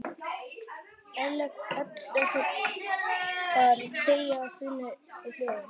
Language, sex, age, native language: Icelandic, male, 10, Icelandic